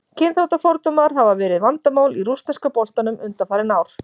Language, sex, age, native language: Icelandic, female, 40-49, Icelandic